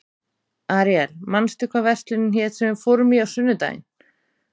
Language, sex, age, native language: Icelandic, female, 30-39, Icelandic